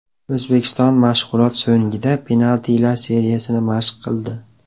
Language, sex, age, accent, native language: Uzbek, male, 18-24, Namangan, Uzbek